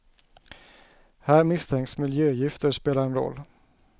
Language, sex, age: Swedish, male, 34